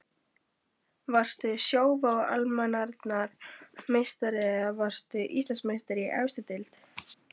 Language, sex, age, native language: Icelandic, female, 12, Icelandic